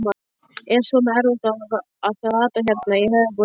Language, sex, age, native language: Icelandic, male, 13, Icelandic